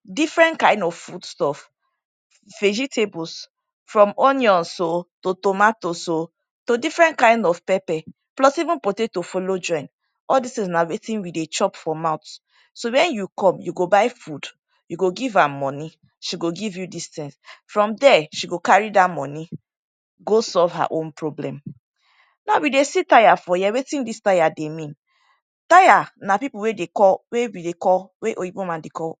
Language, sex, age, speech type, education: Nigerian Pidgin, female, 15-29, spontaneous, tertiary